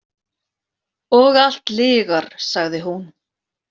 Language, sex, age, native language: Icelandic, female, 40-49, Icelandic